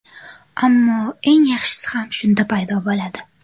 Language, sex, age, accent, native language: Uzbek, female, 18-24, Qashqadaryo, Uzbek